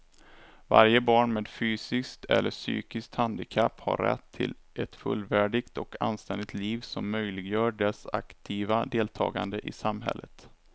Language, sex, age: Swedish, male, 27